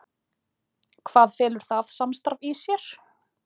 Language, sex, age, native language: Icelandic, other, 20-29, Icelandic